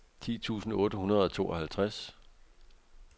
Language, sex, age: Danish, male, 48